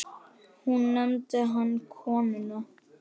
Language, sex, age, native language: Icelandic, male, 9, Icelandic